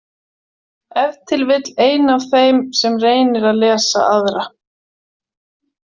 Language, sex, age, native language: Icelandic, female, 40-49, Icelandic